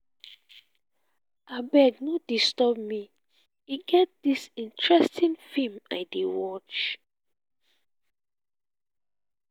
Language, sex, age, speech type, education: Nigerian Pidgin, female, 15-29, spontaneous, tertiary